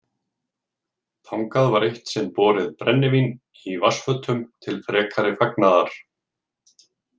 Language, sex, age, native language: Icelandic, male, 40-49, Icelandic